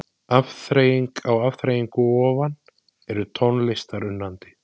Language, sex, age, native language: Icelandic, male, 20-29, Icelandic